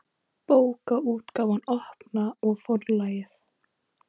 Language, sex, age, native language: Icelandic, female, 18-19, Icelandic